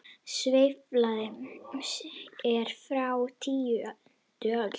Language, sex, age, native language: Icelandic, female, 10, Icelandic